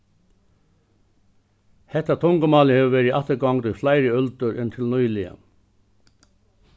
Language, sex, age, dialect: Faroese, male, 61+, Suðuroy